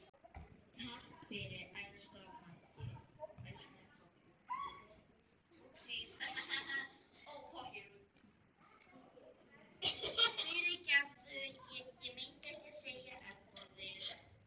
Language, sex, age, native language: Icelandic, female, 10, Icelandic